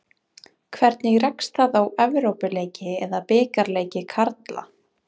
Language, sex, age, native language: Icelandic, female, 20-29, Icelandic